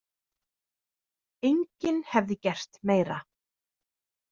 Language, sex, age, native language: Icelandic, female, 30-39, Icelandic